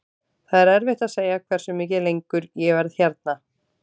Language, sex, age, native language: Icelandic, female, 30-39, Icelandic